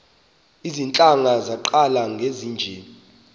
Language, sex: Xhosa, male